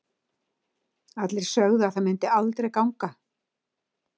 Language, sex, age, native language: Icelandic, female, 60-69, Icelandic